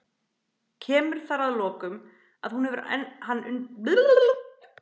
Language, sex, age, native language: Icelandic, other, 30-39, Icelandic